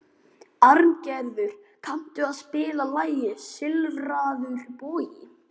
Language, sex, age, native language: Icelandic, male, 12, Icelandic